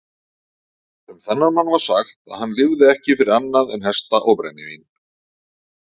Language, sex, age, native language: Icelandic, male, 40-49, Icelandic